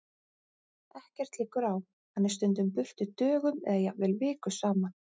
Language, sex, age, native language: Icelandic, female, 30-39, Icelandic